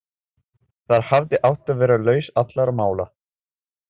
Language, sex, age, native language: Icelandic, male, 20-29, Italian